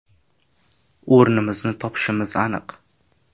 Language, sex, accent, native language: Uzbek, male, Toshkent shahri, Uzbek